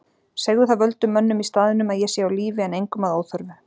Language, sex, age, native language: Icelandic, female, 40-49, Icelandic